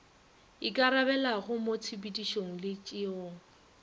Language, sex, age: Northern Sotho, female, 30